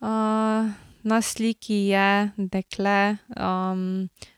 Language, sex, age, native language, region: Slovenian, female, 18-29, Slovenian, Drava region